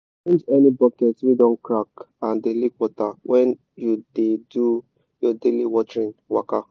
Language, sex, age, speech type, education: Nigerian Pidgin, male, 15-29, spontaneous, tertiary